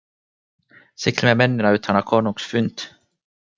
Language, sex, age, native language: Icelandic, male, 18-19, Finnish